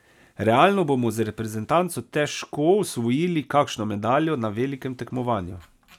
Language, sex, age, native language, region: Slovenian, male, 30-49, Slovenian, Savinja region